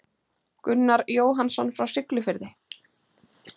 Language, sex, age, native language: Icelandic, female, 30-39, Icelandic